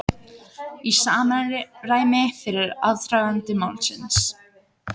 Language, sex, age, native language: Icelandic, other, 18-19, Icelandic